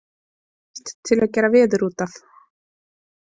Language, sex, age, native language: Icelandic, female, 30-39, Icelandic